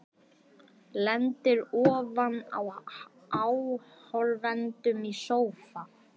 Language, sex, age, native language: Icelandic, male, 11, Icelandic